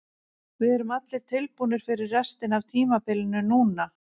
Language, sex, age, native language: Icelandic, female, 40-49, Icelandic